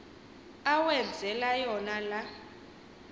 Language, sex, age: Xhosa, female, 22